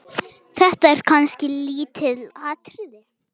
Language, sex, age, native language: Icelandic, female, 9, Icelandic